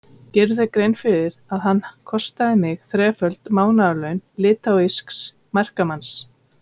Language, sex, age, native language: Icelandic, female, 30-39, Icelandic